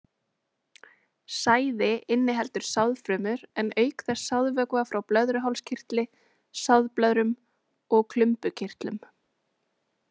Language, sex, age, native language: Icelandic, female, 20-29, Icelandic